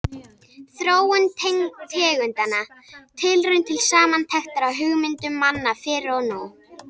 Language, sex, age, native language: Icelandic, female, 30-39, Icelandic